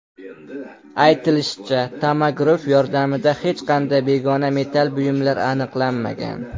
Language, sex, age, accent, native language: Uzbek, male, under 19, Qashqadaryo, Uzbek